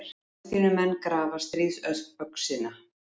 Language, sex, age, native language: Icelandic, female, 50-59, Icelandic